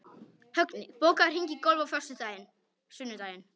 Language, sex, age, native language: Icelandic, male, 18-19, Polish